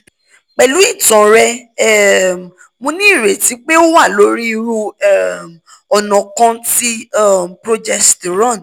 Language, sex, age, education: Yoruba, female, 15-29, tertiary